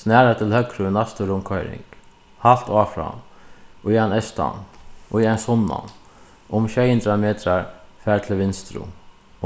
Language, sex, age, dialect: Faroese, male, 36-60, Suðuroy